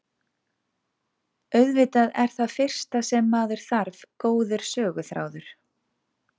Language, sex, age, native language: Icelandic, female, 40-49, Icelandic